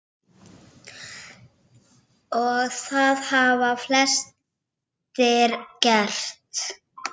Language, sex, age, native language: Icelandic, female, 7, Icelandic